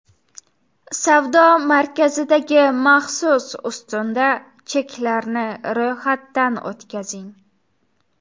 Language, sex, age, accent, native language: Uzbek, female, 18-24, Farg'ona, Uzbek